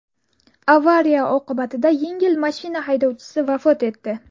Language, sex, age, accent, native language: Uzbek, female, 18-24, Buxoro, Uzbek